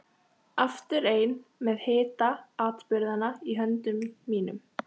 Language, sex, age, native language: Icelandic, female, 13, Icelandic